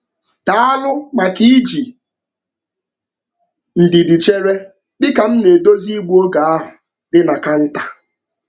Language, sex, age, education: Igbo, male, 15-29, tertiary